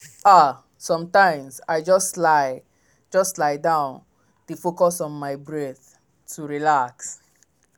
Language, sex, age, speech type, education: Nigerian Pidgin, male, 15-29, spontaneous, tertiary